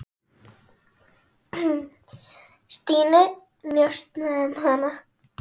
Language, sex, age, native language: Icelandic, female, 9, Icelandic